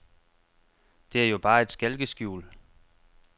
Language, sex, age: Danish, male, 25